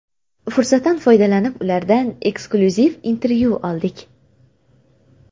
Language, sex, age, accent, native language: Uzbek, female, 18-24, Toshkent viloyati, Uzbek